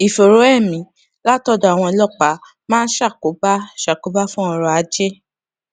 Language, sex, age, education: Yoruba, female, 15-29, tertiary